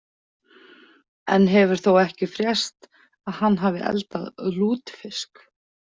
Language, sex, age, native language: Icelandic, female, 40-49, Icelandic